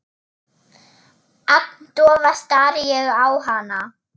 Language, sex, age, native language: Icelandic, female, 7, German